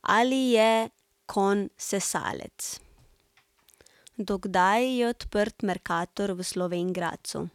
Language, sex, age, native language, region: Slovenian, female, 18-29, Slovenian, Central Slovenia